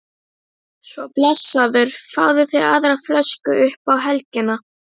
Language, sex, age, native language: Icelandic, female, 12, Icelandic